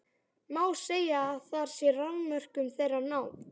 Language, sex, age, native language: Icelandic, male, 11, Icelandic